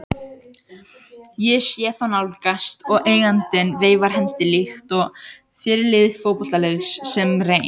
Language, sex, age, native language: Icelandic, other, 18-19, Icelandic